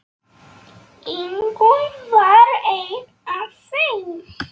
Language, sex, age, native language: Icelandic, male, 9, Polish